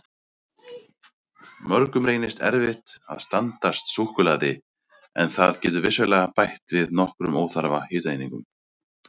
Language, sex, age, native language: Icelandic, male, 30-39, Icelandic